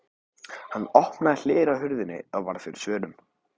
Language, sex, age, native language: Icelandic, male, 15, Icelandic